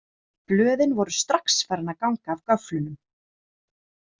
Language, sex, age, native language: Icelandic, female, 30-39, Icelandic